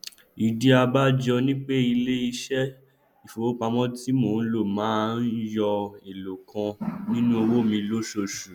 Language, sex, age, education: Yoruba, male, 15-29, tertiary